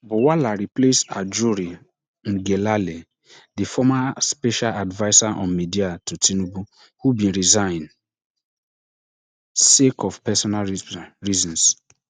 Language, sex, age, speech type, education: Nigerian Pidgin, male, 15-29, spontaneous, tertiary